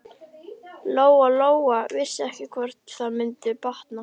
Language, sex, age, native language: Icelandic, female, 11, Icelandic